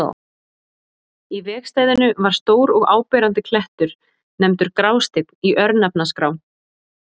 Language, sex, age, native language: Icelandic, female, 20-29, Icelandic